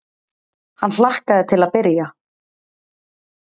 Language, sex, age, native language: Icelandic, female, 30-39, Icelandic